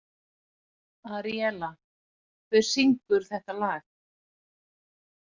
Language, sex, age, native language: Icelandic, female, 40-49, Icelandic